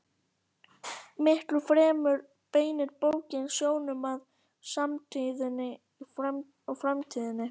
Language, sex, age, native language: Icelandic, female, 11, Icelandic